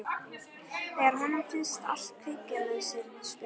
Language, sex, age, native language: Icelandic, female, 11, Icelandic